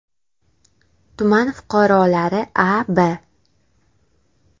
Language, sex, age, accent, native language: Uzbek, female, 18-24, Andijon, Uzbek